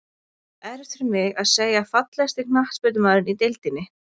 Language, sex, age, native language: Icelandic, female, 20-29, Icelandic